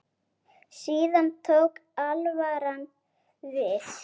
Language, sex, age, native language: Icelandic, female, 8, Icelandic